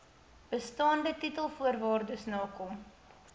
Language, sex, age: Afrikaans, female, 18